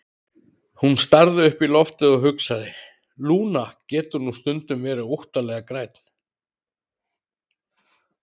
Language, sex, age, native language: Icelandic, male, 30-39, Icelandic